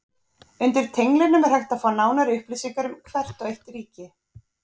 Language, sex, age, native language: Icelandic, female, 30-39, Icelandic